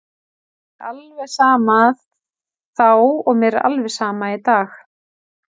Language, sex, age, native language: Icelandic, female, 40-49, Icelandic